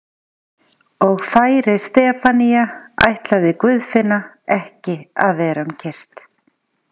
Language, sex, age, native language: Icelandic, female, 40-49, Icelandic